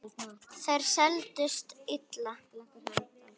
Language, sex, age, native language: Icelandic, female, 9, Icelandic